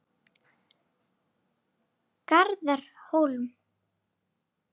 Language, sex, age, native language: Icelandic, female, 9, Icelandic